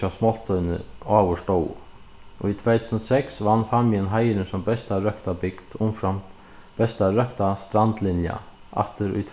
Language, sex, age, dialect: Faroese, male, 36-60, Suðuroy